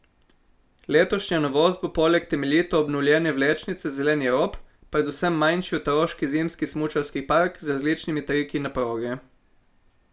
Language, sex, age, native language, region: Slovenian, male, 18-29, Slovenian, Primorsko-notranjska region